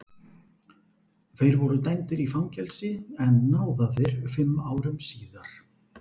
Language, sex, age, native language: Icelandic, male, 40-49, Icelandic